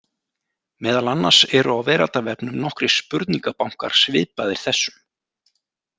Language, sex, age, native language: Icelandic, male, 40-49, Icelandic